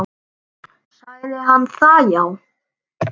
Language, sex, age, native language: Icelandic, male, 9, Icelandic